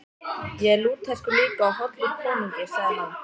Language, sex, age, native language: Icelandic, female, 14, Icelandic